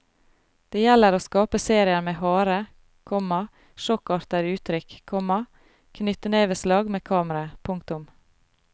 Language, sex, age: Norwegian, female, 33